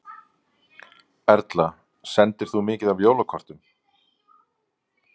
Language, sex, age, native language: Icelandic, male, 40-49, Icelandic